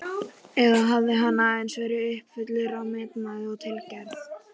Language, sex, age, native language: Icelandic, male, 11, Icelandic